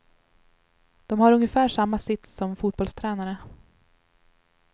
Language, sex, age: Swedish, female, 21